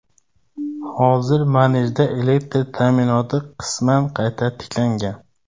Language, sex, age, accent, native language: Uzbek, male, 25-34, Xorazm, Uzbek